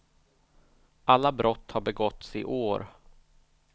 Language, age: Swedish, 38